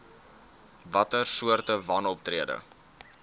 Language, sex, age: Afrikaans, male, 19